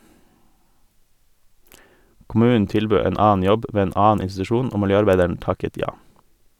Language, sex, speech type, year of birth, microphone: Norwegian, male, read, 1988, Sennheiser